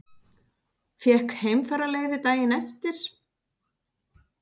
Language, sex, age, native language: Icelandic, female, 50-59, Icelandic